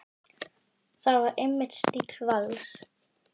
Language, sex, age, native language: Icelandic, female, 10, Icelandic